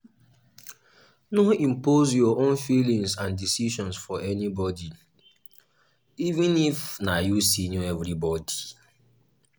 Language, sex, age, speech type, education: Nigerian Pidgin, male, 15-29, spontaneous, tertiary